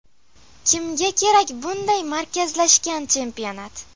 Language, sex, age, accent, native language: Uzbek, female, 12-17, Farg'ona, Uzbek